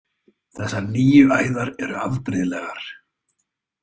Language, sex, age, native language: Icelandic, male, 30-39, Icelandic